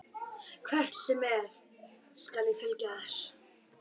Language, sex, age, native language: Icelandic, female, 11, Icelandic